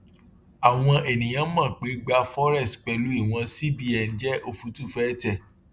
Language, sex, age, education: Yoruba, male, 30-45, tertiary